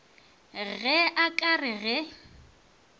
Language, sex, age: Northern Sotho, female, 24